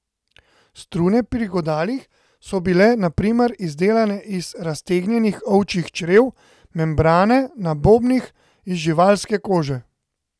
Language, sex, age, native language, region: Slovenian, male, 30-49, Slovenian, Central Slovenia